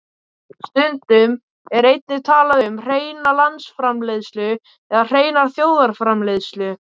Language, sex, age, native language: Icelandic, male, 18-19, Icelandic